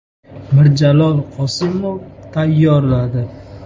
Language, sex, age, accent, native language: Uzbek, male, 19-29, Farg'ona, Uzbek